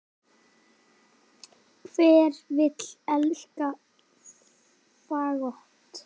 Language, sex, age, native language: Icelandic, male, 9, Icelandic